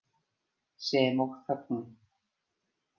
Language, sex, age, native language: Icelandic, female, 50-59, Icelandic